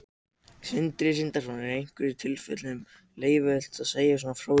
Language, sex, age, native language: Icelandic, other, 60-69, Icelandic